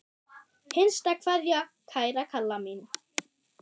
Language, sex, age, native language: Icelandic, female, 10, German